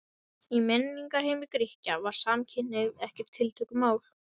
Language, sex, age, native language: Icelandic, female, 12, Icelandic